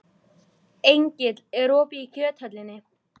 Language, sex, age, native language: Icelandic, male, 11, Icelandic